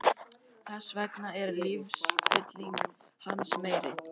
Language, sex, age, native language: Icelandic, male, 13, Icelandic